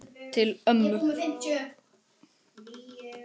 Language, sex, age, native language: Icelandic, male, 10, Icelandic